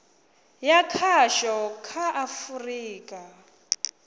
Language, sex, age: Venda, female, 24